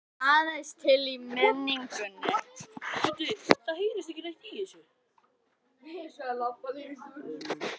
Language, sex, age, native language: Icelandic, male, 11, Icelandic